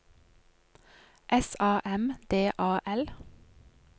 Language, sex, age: Norwegian, female, 31